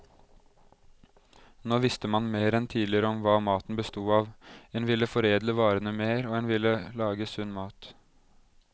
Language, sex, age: Norwegian, male, 20